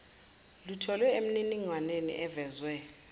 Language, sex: Zulu, female